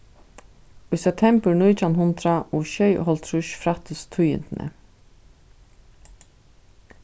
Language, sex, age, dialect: Faroese, female, 36-60, Suðuroy